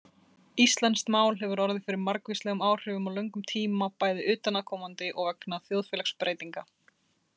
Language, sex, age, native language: Icelandic, female, 30-39, Icelandic